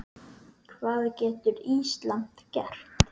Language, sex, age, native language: Icelandic, male, 8, Icelandic